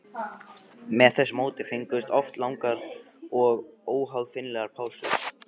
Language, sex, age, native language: Icelandic, male, 15, Icelandic